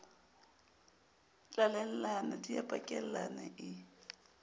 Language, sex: Southern Sotho, female